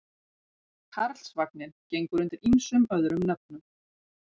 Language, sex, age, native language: Icelandic, female, 40-49, Icelandic